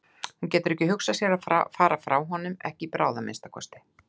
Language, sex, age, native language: Icelandic, female, 60-69, Icelandic